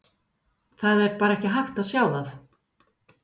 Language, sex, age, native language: Icelandic, female, 50-59, Icelandic